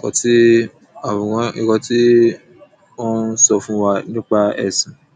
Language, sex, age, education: Yoruba, male, 15-29, secondary